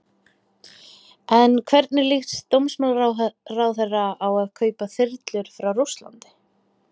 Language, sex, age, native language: Icelandic, female, 30-39, Icelandic